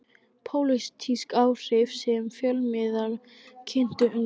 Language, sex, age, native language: Icelandic, female, 12, Icelandic